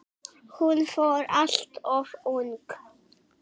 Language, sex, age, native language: Icelandic, female, 6, Icelandic